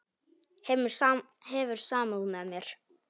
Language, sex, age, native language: Icelandic, male, 10, Polish